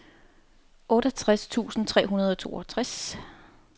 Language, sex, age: Danish, female, 30